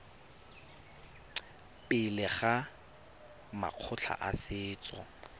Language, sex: Tswana, male